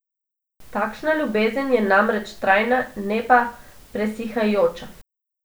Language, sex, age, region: Slovenian, female, 18-29, Abroad